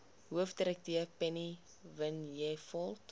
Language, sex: Afrikaans, female